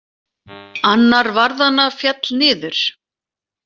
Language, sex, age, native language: Icelandic, female, 40-49, Icelandic